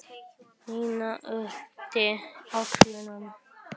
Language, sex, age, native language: Icelandic, male, 10, Icelandic